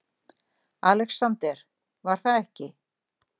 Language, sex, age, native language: Icelandic, female, 60-69, Icelandic